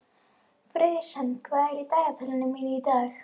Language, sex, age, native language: Icelandic, female, 12, Icelandic